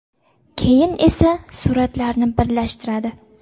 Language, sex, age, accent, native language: Uzbek, female, 18-24, Toshkent viloyati, Uzbek